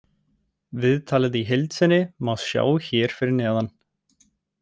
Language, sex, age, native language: Icelandic, male, 18-19, Icelandic